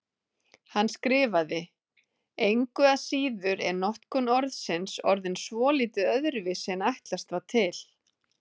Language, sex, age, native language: Icelandic, female, 30-39, Icelandic